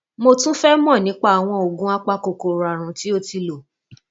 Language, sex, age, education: Yoruba, female, 30-45, tertiary